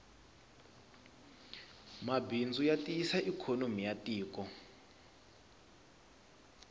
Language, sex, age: Tsonga, male, 20